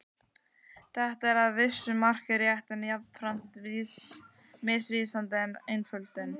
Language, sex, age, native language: Icelandic, female, 12, Icelandic